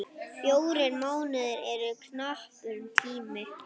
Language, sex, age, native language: Icelandic, male, 8, Icelandic